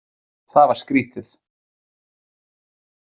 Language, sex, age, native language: Icelandic, male, 20-29, Icelandic